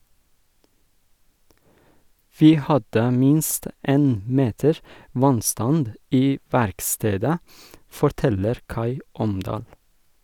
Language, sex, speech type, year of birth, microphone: Norwegian, male, read, 1981, Sennheiser